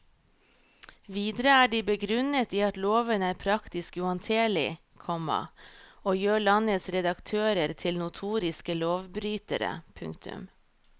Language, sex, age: Norwegian, female, 38